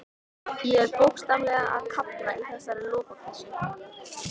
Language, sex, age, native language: Icelandic, female, 13, Icelandic